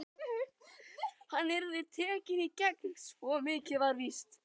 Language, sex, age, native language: Icelandic, female, 12, Icelandic